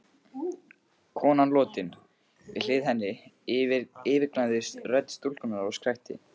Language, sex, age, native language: Icelandic, male, 15, Icelandic